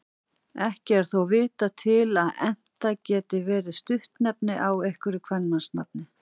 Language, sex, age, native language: Icelandic, female, 40-49, Icelandic